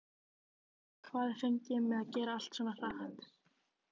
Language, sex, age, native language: Icelandic, female, 50-59, Icelandic